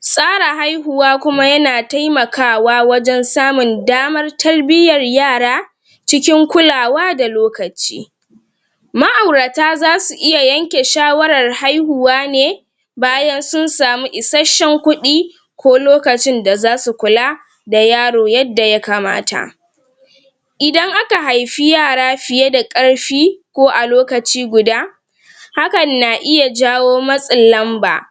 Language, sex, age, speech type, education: Hausa, female, 46-60, spontaneous, tertiary